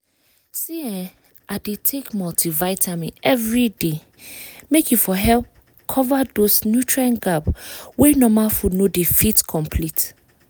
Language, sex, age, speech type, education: Nigerian Pidgin, female, 15-29, spontaneous, tertiary